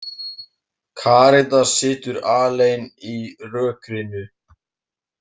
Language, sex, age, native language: Icelandic, male, 18-19, Icelandic